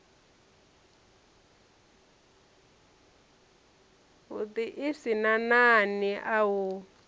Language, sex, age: Venda, female, 34